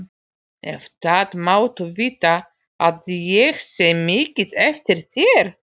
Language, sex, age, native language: Icelandic, female, 40-49, Polish